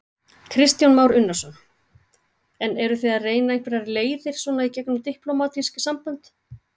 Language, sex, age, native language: Icelandic, female, 40-49, Icelandic